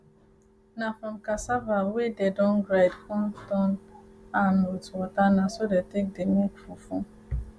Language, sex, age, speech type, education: Nigerian Pidgin, female, 15-29, spontaneous, tertiary